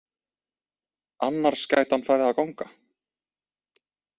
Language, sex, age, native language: Icelandic, male, 20-29, Icelandic